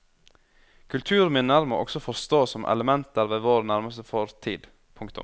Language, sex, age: Norwegian, male, 21